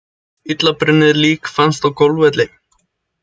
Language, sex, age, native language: Icelandic, male, 20-29, Icelandic